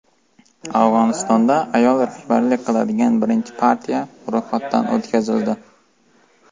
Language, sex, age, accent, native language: Uzbek, male, 18-24, Farg'ona, Uzbek